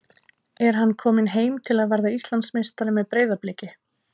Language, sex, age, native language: Icelandic, female, 30-39, Icelandic